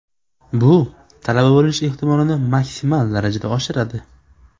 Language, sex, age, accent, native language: Uzbek, male, 18-24, Farg'ona, Uzbek